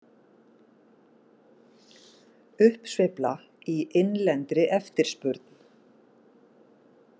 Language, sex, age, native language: Icelandic, female, 50-59, Icelandic